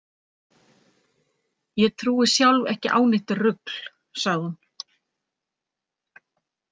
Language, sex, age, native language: Icelandic, female, 50-59, Icelandic